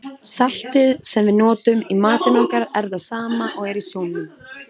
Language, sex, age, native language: Icelandic, female, 20-29, Icelandic